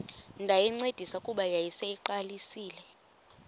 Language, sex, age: Xhosa, female, 23